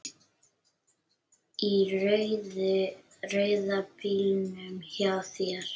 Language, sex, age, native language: Icelandic, female, 8, Icelandic